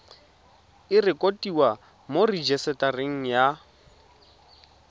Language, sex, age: Tswana, male, 22